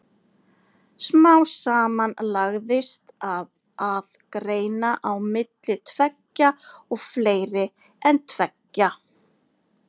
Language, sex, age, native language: Icelandic, female, 40-49, Icelandic